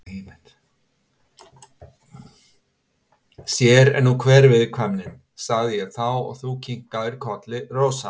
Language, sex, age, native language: Icelandic, male, 60-69, Icelandic